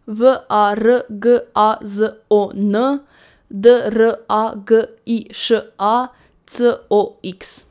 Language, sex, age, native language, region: Slovenian, female, 18-29, Slovenian, Drava region